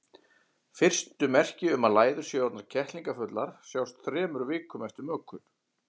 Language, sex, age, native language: Icelandic, male, 40-49, Icelandic